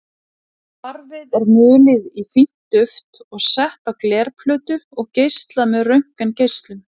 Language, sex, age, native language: Icelandic, female, 40-49, Icelandic